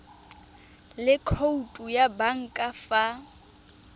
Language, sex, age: Tswana, female, 20